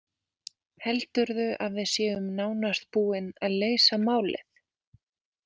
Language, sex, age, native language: Icelandic, female, 20-29, Icelandic